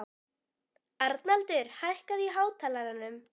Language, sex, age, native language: Icelandic, female, 12, Icelandic